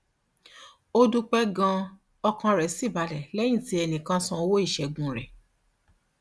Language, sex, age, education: Yoruba, female, 30-45, tertiary